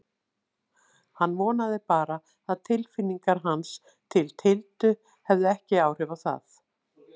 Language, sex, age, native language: Icelandic, female, 60-69, Icelandic